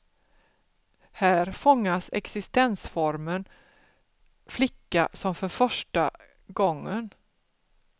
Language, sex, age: Swedish, female, 47